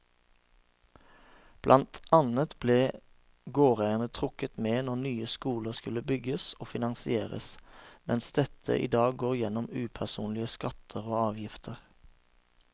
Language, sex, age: Norwegian, male, 36